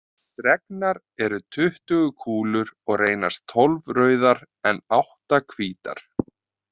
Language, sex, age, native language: Icelandic, male, 30-39, Icelandic